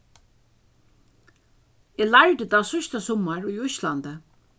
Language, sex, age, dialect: Faroese, female, 61+, Suðurstreymoy